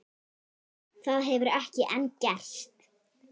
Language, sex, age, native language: Icelandic, female, 8, Icelandic